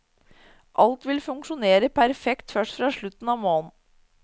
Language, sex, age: Norwegian, female, 30